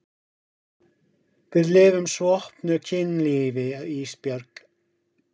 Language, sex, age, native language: Icelandic, male, 50-59, English